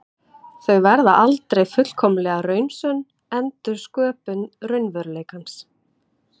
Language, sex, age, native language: Icelandic, female, 30-39, Icelandic